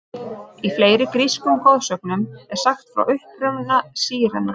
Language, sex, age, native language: Icelandic, female, 30-39, Icelandic